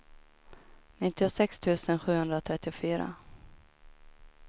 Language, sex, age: Swedish, female, 23